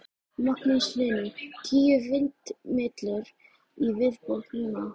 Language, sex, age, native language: Icelandic, female, 14, Icelandic